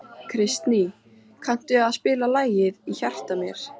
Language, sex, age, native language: Icelandic, female, 13, Icelandic